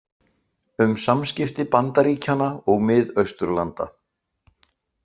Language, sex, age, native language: Icelandic, male, 60-69, Icelandic